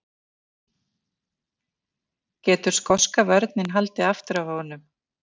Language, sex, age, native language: Icelandic, female, 50-59, Icelandic